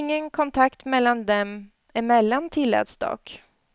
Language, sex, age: Swedish, female, 20